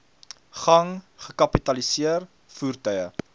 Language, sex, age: Afrikaans, male, 22